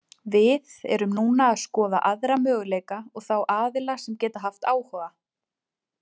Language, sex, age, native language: Icelandic, female, 20-29, Icelandic